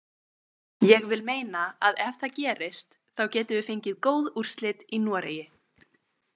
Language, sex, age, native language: Icelandic, female, 20-29, Icelandic